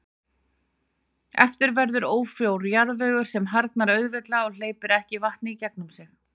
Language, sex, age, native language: Icelandic, female, 40-49, Icelandic